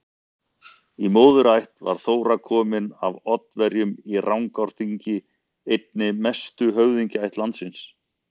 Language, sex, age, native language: Icelandic, male, 40-49, Icelandic